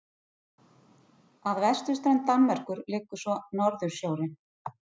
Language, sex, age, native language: Icelandic, female, 50-59, Icelandic